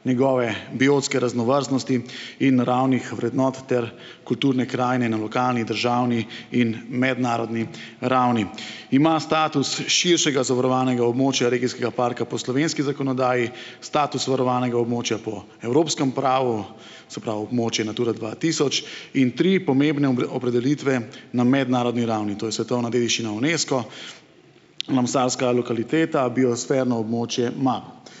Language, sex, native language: Slovenian, male, Slovenian